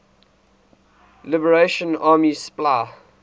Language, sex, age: English, male, 18